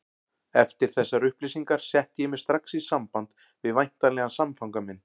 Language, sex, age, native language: Icelandic, male, 40-49, Icelandic